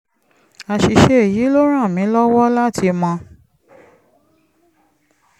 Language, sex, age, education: Yoruba, female, 30-45, tertiary